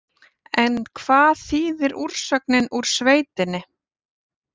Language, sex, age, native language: Icelandic, female, 40-49, Icelandic